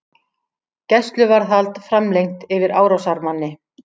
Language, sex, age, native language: Icelandic, female, 40-49, Icelandic